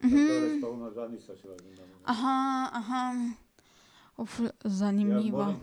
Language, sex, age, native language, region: Slovenian, female, 18-29, Slovenian, Drava region